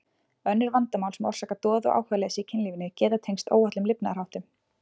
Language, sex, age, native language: Icelandic, female, 20-29, Icelandic